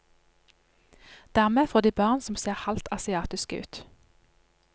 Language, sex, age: Norwegian, female, 31